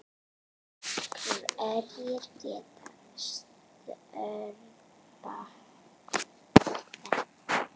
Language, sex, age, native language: Icelandic, female, 9, Icelandic